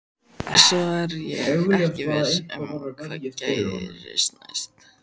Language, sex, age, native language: Icelandic, female, 14, Icelandic